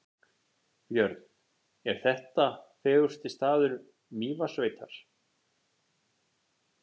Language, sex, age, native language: Icelandic, male, 50-59, Icelandic